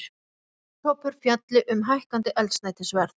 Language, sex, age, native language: Icelandic, female, 40-49, Icelandic